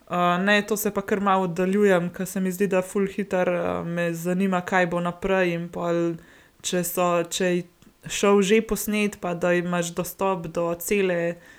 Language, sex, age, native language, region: Slovenian, female, 18-29, Slovenian, Gorenjska region